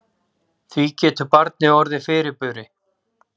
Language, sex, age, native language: Icelandic, male, 40-49, Icelandic